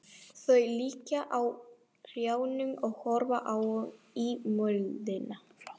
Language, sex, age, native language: Icelandic, female, 40-49, Spanish